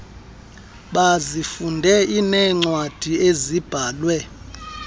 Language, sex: Xhosa, male